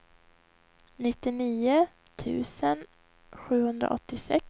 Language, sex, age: Swedish, female, 21